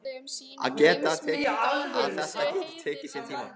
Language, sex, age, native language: Icelandic, male, 15, Icelandic